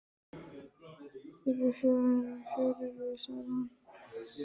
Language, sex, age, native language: Icelandic, female, 14, Icelandic